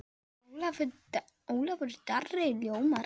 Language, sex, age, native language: Icelandic, male, 9, Polish